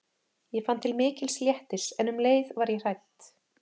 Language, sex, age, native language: Icelandic, female, 30-39, Icelandic